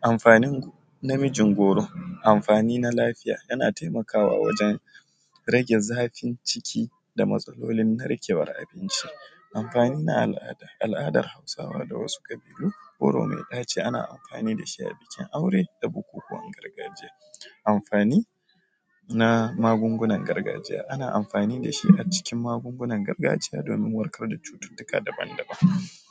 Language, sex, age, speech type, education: Hausa, male, 15-29, spontaneous, tertiary